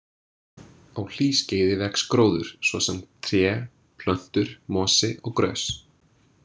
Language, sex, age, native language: Icelandic, male, 20-29, English